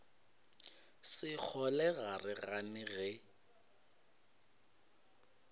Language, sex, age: Northern Sotho, male, 22